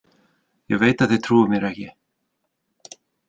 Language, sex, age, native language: Icelandic, male, 30-39, Icelandic